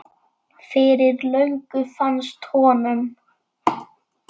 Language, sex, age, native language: Icelandic, male, 9, Icelandic